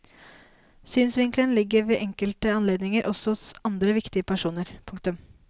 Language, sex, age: Norwegian, female, 19